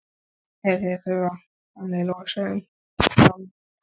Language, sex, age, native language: Icelandic, female, 13, Icelandic